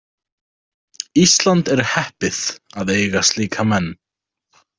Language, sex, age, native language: Icelandic, male, 18-19, Icelandic